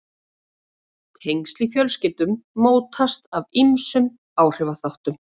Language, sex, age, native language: Icelandic, female, 40-49, Icelandic